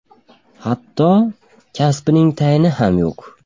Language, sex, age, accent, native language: Uzbek, male, 18-24, Andijon, Uzbek